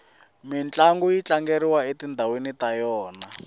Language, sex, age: Tsonga, male, 18